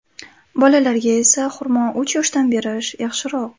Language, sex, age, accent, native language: Uzbek, female, 18-24, Andijon, Uzbek